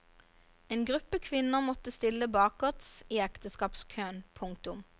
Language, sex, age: Norwegian, female, 29